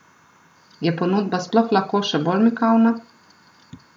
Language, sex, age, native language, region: Slovenian, female, 30-49, Slovenian, Southeast Slovenia